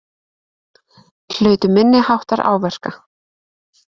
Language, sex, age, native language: Icelandic, female, 20-29, Icelandic